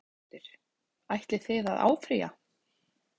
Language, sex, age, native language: Icelandic, female, 30-39, Icelandic